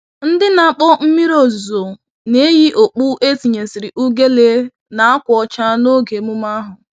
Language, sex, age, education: Igbo, female, 15-29, tertiary